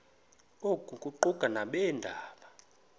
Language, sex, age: Xhosa, male, 21